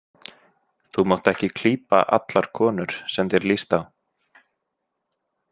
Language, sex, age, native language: Icelandic, male, 20-29, Icelandic